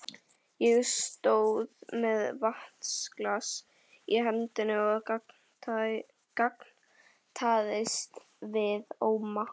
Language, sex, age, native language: Icelandic, female, 11, Icelandic